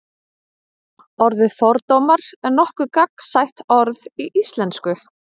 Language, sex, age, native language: Icelandic, female, 30-39, Icelandic